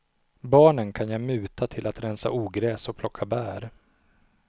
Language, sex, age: Swedish, male, 37